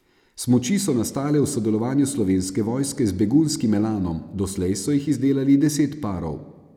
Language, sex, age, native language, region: Slovenian, male, 30-49, Slovenian, Savinja region